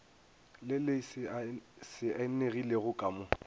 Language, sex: Northern Sotho, male